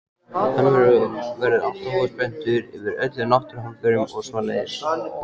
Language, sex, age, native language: Icelandic, male, 14, Icelandic